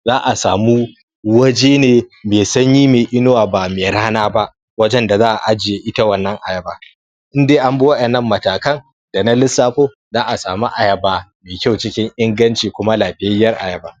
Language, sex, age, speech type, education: Hausa, male, 15-29, spontaneous, tertiary